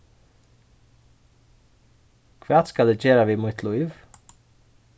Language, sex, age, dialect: Faroese, male, 15-35, Norðurstreymoy/Eysturoy